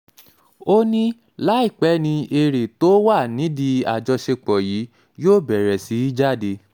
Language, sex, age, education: Yoruba, male, 15-29, tertiary